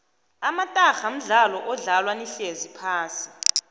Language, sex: South Ndebele, female